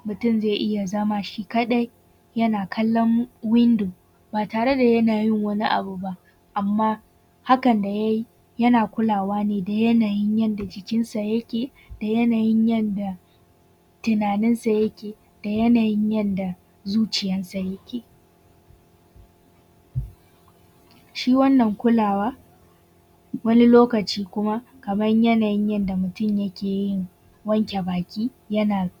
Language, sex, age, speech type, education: Hausa, female, 15-29, spontaneous, tertiary